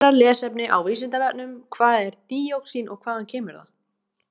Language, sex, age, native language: Icelandic, female, 20-29, Icelandic